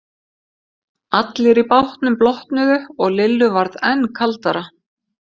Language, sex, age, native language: Icelandic, female, 50-59, Icelandic